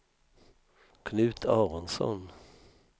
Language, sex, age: Swedish, male, 64